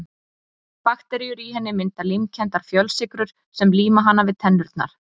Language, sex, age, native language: Icelandic, female, 30-39, Icelandic